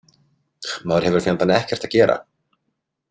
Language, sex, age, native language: Icelandic, male, 30-39, Icelandic